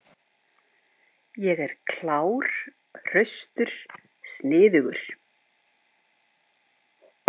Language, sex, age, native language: Icelandic, female, 50-59, Icelandic